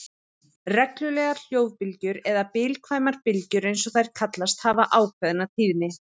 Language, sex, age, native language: Icelandic, female, 30-39, Icelandic